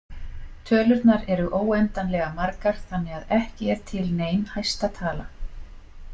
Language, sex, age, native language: Icelandic, female, 40-49, Icelandic